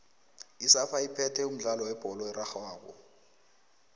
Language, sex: South Ndebele, female